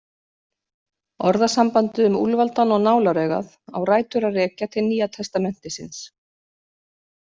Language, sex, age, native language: Icelandic, female, 50-59, Icelandic